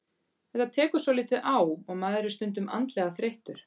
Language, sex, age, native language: Icelandic, female, 40-49, Icelandic